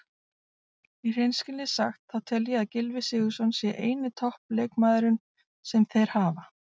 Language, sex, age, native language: Icelandic, female, 40-49, Icelandic